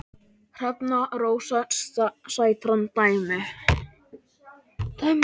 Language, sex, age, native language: Icelandic, male, 10, Icelandic